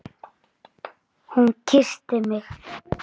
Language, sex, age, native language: Icelandic, female, 6, Icelandic